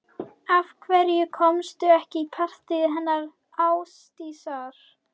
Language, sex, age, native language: Icelandic, female, 21, Icelandic